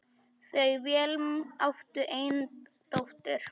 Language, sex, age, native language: Icelandic, female, 10, Polish